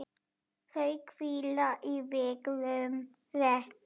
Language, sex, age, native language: Icelandic, female, 10, Icelandic